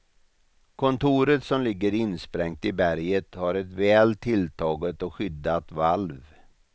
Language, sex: Swedish, male